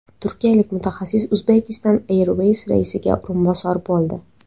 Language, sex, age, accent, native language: Uzbek, female, 18-24, Xorazm, Uzbek